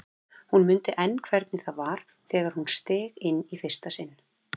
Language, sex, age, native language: Icelandic, female, 40-49, Icelandic